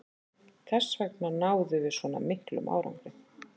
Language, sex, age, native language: Icelandic, female, 40-49, Icelandic